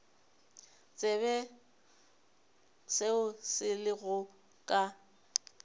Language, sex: Northern Sotho, female